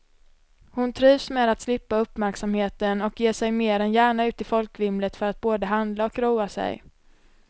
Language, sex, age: Swedish, female, 26